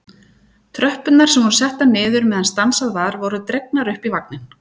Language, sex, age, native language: Icelandic, female, 40-49, Icelandic